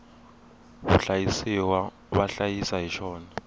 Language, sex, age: Tsonga, male, 21